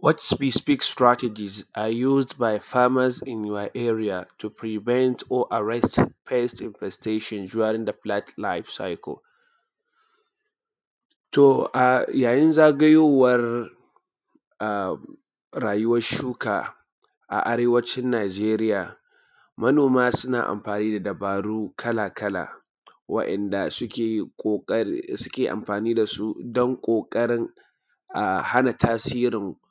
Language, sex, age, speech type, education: Hausa, male, 30-45, spontaneous, tertiary